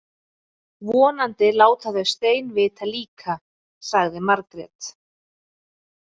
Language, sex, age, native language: Icelandic, female, 30-39, Icelandic